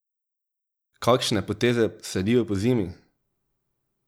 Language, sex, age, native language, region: Slovenian, male, 18-29, Slovenian, Drava region